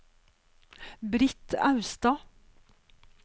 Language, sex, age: Norwegian, female, 52